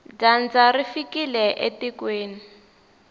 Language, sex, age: Tsonga, female, 19